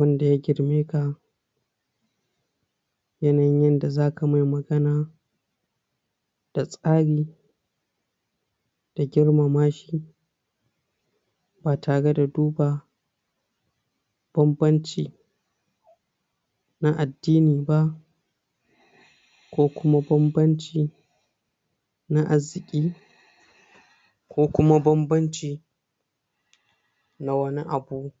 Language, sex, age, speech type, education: Hausa, male, 60+, spontaneous, tertiary